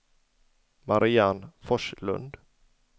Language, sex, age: Swedish, male, 40